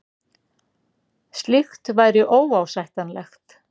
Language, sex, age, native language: Icelandic, female, 60-69, Icelandic